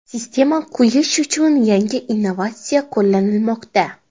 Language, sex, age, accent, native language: Uzbek, female, 12-17, Xorazm, Uzbek